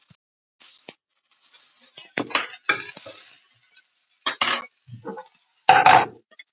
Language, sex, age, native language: Icelandic, female, 50-59, Icelandic